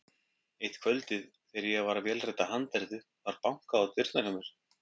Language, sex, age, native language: Icelandic, male, 50-59, Icelandic